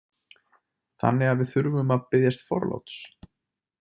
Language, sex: Icelandic, male